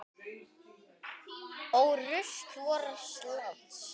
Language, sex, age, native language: Icelandic, male, 10, Icelandic